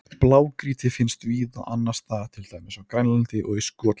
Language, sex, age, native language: Icelandic, male, 30-39, Icelandic